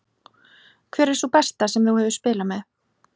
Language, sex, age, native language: Icelandic, female, 40-49, Icelandic